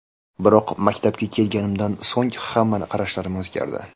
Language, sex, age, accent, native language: Uzbek, male, 18-24, Jizzax, Uzbek